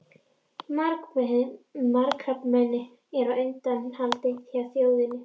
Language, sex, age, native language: Icelandic, female, 13, Icelandic